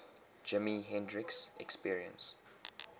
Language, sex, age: English, male, 23